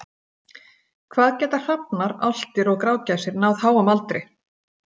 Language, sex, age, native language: Icelandic, female, 40-49, Icelandic